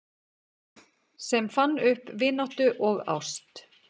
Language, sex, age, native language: Icelandic, female, 40-49, Icelandic